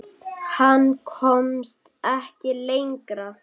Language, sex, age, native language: Icelandic, male, 8, Icelandic